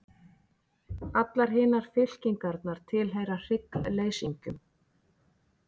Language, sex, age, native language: Icelandic, female, 40-49, Icelandic